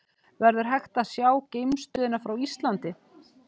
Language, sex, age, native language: Icelandic, female, 50-59, Icelandic